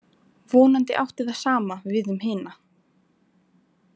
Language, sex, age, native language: Icelandic, female, 20-29, Icelandic